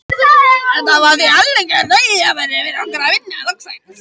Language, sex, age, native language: Icelandic, female, 18-19, Icelandic